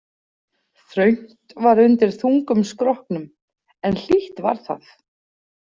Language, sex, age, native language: Icelandic, female, 40-49, Icelandic